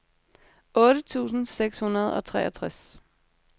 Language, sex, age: Danish, female, 26